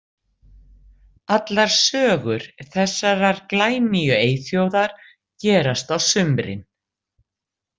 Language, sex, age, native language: Icelandic, female, 60-69, Icelandic